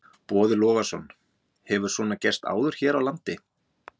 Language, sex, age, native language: Icelandic, male, 40-49, Icelandic